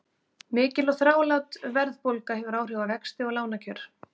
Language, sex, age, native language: Icelandic, female, 40-49, Icelandic